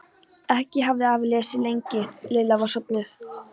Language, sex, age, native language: Icelandic, female, 13, Polish